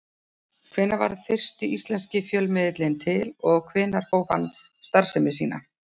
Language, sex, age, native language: Icelandic, female, 40-49, Icelandic